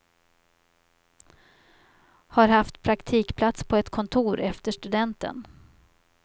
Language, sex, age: Swedish, female, 50